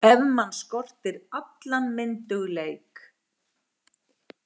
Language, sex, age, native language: Icelandic, female, 40-49, Icelandic